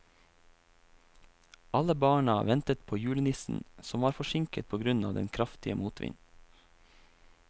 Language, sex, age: Norwegian, male, 28